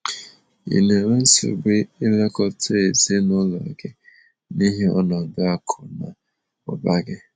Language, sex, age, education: Igbo, male, 30-45, tertiary